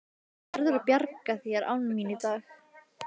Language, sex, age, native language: Icelandic, female, 15, Icelandic